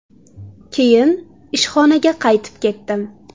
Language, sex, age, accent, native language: Uzbek, female, 18-24, Samarqand, Uzbek